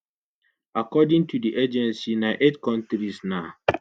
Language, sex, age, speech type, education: Nigerian Pidgin, male, 15-29, spontaneous, tertiary